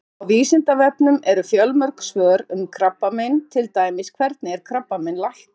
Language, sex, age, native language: Icelandic, female, 50-59, Icelandic